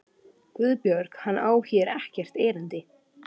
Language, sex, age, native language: Icelandic, male, 12, Icelandic